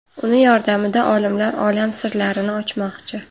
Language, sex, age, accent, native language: Uzbek, female, 18-24, Toshkent shahri, Uzbek